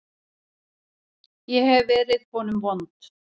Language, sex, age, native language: Icelandic, female, 40-49, Icelandic